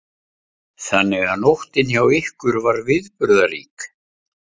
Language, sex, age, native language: Icelandic, male, 50-59, Icelandic